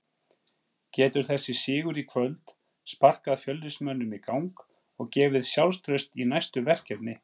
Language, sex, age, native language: Icelandic, male, 40-49, Icelandic